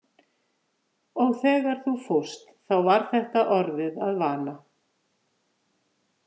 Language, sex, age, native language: Icelandic, female, 50-59, Icelandic